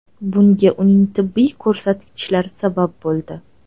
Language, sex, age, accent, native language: Uzbek, female, 18-24, Toshkent shahri, Uzbek